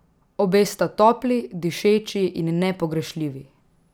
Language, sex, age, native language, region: Slovenian, female, 18-29, Slovenian, Drava region